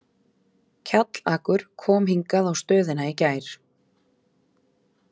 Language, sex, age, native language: Icelandic, female, 30-39, Icelandic